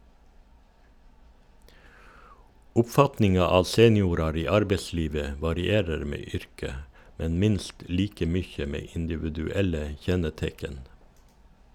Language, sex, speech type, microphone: Norwegian, male, read, Shure